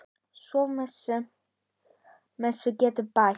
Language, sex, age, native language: Icelandic, female, 10, Icelandic